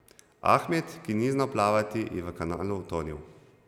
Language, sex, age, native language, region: Slovenian, male, 30-49, Slovenian, Zasavska region